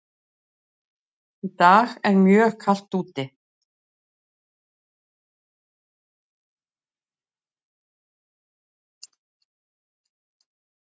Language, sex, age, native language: Icelandic, female, 60-69, Icelandic